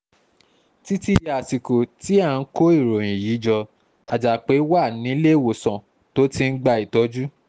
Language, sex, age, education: Yoruba, male, 15-29, tertiary